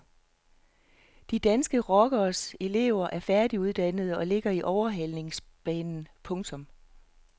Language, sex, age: Danish, female, 48